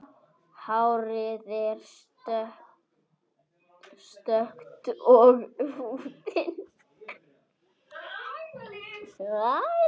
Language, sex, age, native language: Icelandic, male, 9, Icelandic